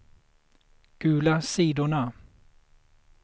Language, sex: Swedish, male